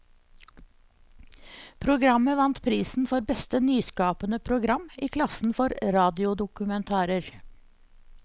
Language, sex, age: Norwegian, female, 54